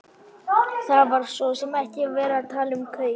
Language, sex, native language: Icelandic, female, Chinese